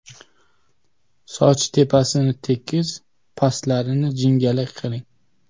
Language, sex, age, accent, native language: Uzbek, male, 25-34, Sirdaryo, Uzbek